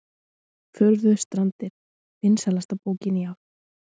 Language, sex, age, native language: Icelandic, female, 20-29, Icelandic